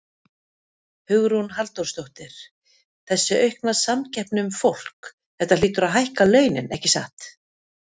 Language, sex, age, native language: Icelandic, female, 50-59, Icelandic